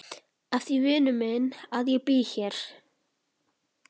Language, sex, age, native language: Icelandic, male, 11, Icelandic